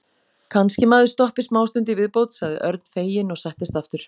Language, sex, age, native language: Icelandic, female, 40-49, Icelandic